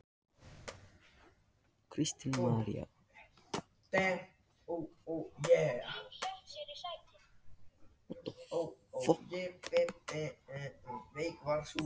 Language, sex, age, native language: Icelandic, male, 14, Icelandic